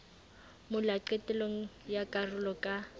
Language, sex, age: Southern Sotho, female, 18